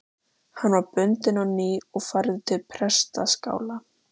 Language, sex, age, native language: Icelandic, female, 13, Icelandic